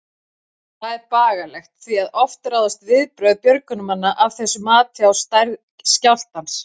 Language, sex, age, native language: Icelandic, female, 40-49, Icelandic